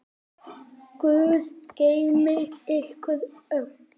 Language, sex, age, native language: Icelandic, male, 9, Icelandic